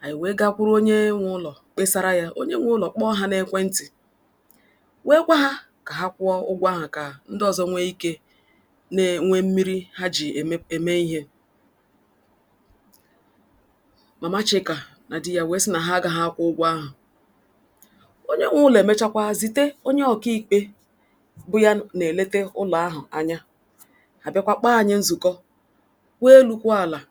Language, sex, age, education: Igbo, female, 46-60, tertiary